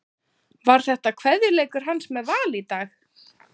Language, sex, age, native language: Icelandic, female, 20-29, Icelandic